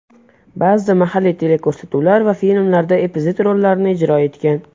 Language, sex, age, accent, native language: Uzbek, male, under 19, Andijon, Uzbek